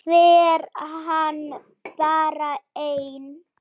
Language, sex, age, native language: Icelandic, male, 9, Icelandic